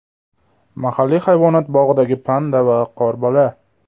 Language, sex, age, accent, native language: Uzbek, male, 19-29, Namangan, Uzbek